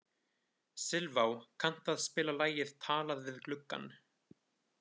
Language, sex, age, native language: Icelandic, male, 20-29, Icelandic